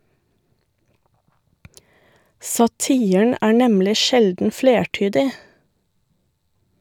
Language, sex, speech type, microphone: Norwegian, female, read, Shure